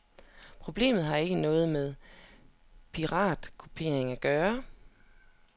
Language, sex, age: Danish, female, 27